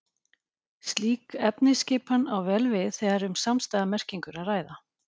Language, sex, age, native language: Icelandic, female, 40-49, Icelandic